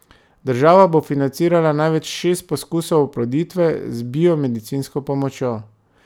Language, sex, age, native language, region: Slovenian, male, 30-49, Slovenian, Drava region